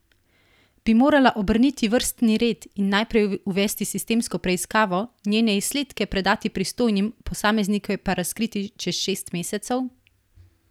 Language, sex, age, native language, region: Slovenian, female, 18-29, Slovenian, Primorsko-notranjska region